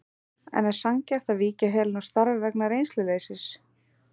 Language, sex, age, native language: Icelandic, female, 40-49, Icelandic